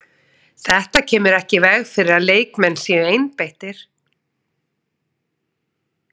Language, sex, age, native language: Icelandic, female, 40-49, Icelandic